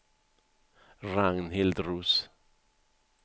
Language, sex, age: Swedish, male, 64